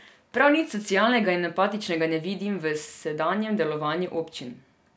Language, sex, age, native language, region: Slovenian, female, 18-29, Serbian, Drava region